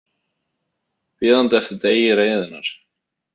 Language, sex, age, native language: Icelandic, male, 30-39, Icelandic